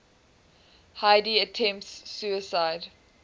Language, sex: English, female